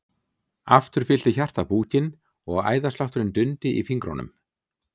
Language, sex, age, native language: Icelandic, male, 60-69, Icelandic